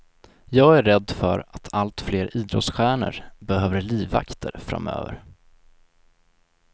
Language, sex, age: Swedish, male, 19